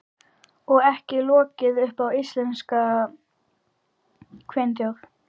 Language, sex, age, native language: Icelandic, female, 12, Icelandic